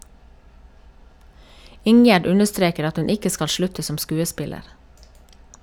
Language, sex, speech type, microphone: Norwegian, female, read, Shure